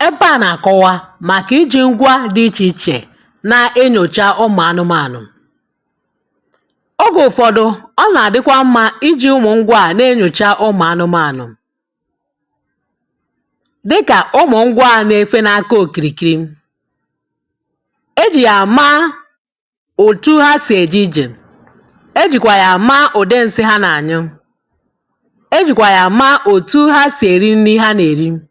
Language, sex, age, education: Igbo, female, 30-45, tertiary